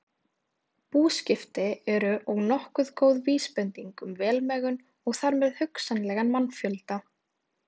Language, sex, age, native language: Icelandic, female, 18-19, Icelandic